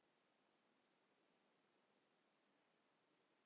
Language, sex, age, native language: Icelandic, female, 40-49, Icelandic